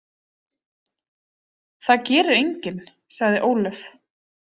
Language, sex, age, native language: Icelandic, female, 30-39, Icelandic